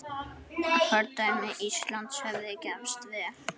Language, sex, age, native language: Icelandic, female, 9, Icelandic